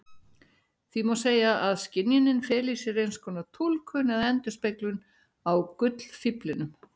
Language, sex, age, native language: Icelandic, female, 60-69, Icelandic